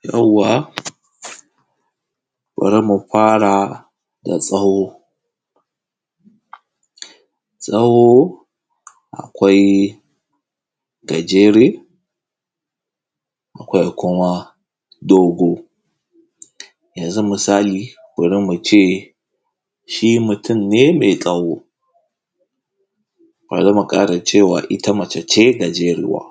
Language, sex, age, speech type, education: Hausa, male, 15-29, spontaneous, tertiary